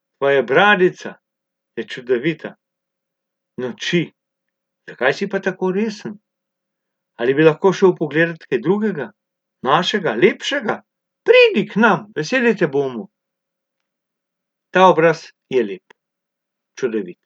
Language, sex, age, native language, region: Slovenian, male, 60+, Slovenian, Abroad